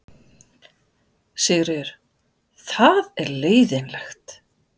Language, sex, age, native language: Icelandic, female, 50-59, Icelandic